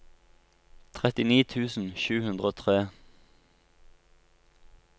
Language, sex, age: Norwegian, male, 23